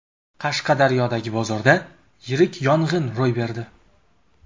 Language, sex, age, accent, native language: Uzbek, male, 25-34, Qashqadaryo, Uzbek